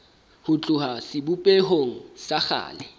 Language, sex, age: Southern Sotho, male, 23